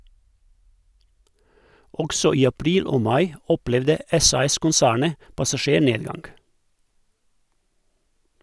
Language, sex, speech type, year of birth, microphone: Norwegian, male, read, 1971, Sennheiser